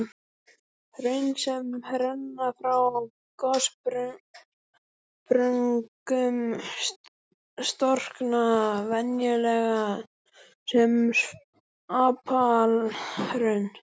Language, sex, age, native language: Icelandic, female, 12, Icelandic